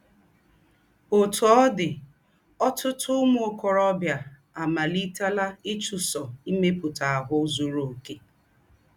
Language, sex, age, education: Igbo, female, 30-45, tertiary